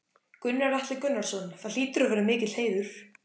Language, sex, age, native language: Icelandic, male, 14, Icelandic